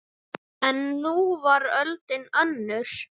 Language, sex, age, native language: Icelandic, male, 10, Icelandic